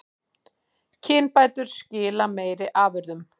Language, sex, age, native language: Icelandic, female, 40-49, Icelandic